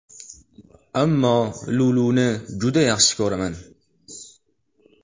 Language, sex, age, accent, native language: Uzbek, male, 18-24, Toshkent shahri, Uzbek